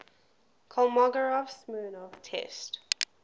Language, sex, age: English, female, 20